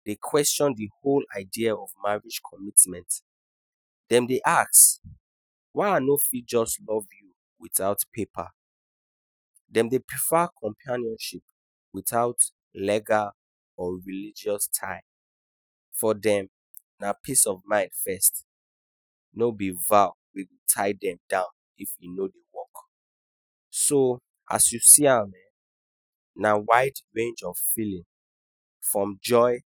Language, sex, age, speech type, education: Nigerian Pidgin, male, 15-29, spontaneous, tertiary